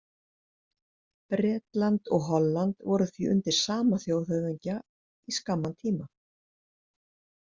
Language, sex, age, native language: Icelandic, female, 60-69, Icelandic